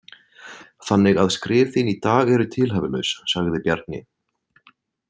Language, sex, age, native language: Icelandic, male, 20-29, Icelandic